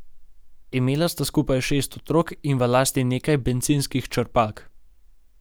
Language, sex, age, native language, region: Slovenian, male, 18-29, Slovenian, Gorenjska region